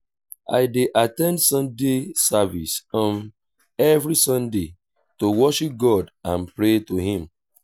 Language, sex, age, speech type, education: Nigerian Pidgin, male, 30-45, spontaneous, tertiary